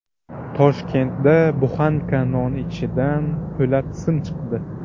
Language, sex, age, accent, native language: Uzbek, male, 18-24, Buxoro, Uzbek